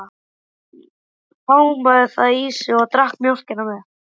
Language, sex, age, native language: Icelandic, male, 12, Icelandic